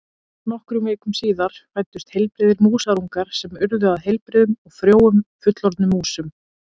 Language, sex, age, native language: Icelandic, female, 30-39, Icelandic